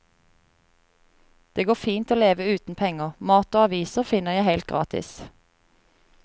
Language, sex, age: Norwegian, female, 30